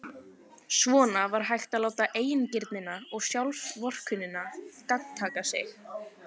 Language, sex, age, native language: Icelandic, female, 15, Icelandic